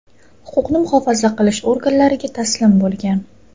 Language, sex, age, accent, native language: Uzbek, female, 18-24, Toshkent shahri, Uzbek